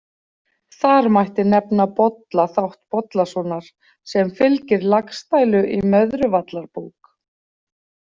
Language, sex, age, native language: Icelandic, female, 40-49, Icelandic